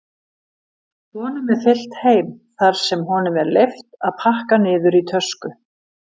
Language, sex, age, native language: Icelandic, female, 50-59, Icelandic